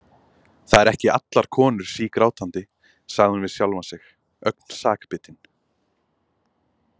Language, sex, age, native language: Icelandic, male, 20-29, Icelandic